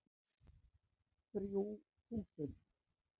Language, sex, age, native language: Icelandic, female, 60-69, Icelandic